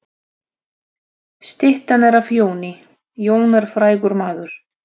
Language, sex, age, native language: Icelandic, female, 30-39, Russian